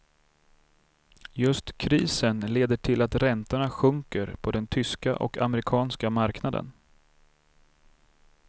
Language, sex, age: Swedish, male, 32